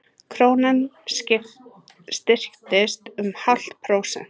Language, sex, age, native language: Icelandic, female, 30-39, Icelandic